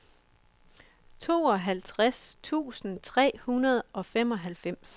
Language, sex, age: Danish, female, 24